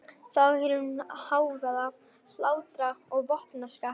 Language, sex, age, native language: Icelandic, female, 11, Icelandic